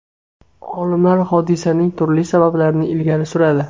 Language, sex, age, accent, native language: Uzbek, male, 18-24, Namangan, Uzbek